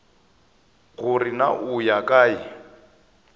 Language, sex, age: Northern Sotho, male, 24